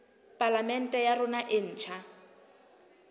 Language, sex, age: Southern Sotho, female, 23